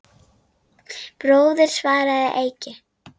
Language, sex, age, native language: Icelandic, female, 7, Icelandic